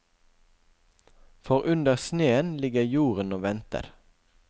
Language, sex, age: Norwegian, male, 41